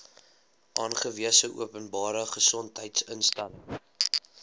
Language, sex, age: Afrikaans, male, 20